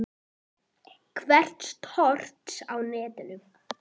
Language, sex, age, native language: Icelandic, female, 8, Icelandic